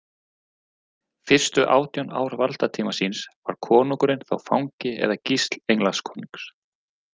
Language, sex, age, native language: Icelandic, male, 40-49, Icelandic